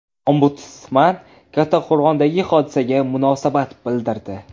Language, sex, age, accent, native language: Uzbek, male, 18-24, Jizzax, Uzbek